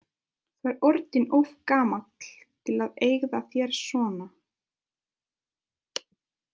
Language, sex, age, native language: Icelandic, female, 20-29, Italian